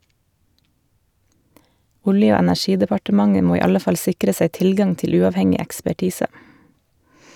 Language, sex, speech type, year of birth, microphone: Norwegian, female, read, 1978, Shure